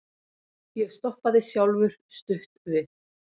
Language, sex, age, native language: Icelandic, female, 30-39, Icelandic